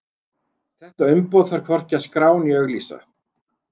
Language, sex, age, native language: Icelandic, male, 40-49, Icelandic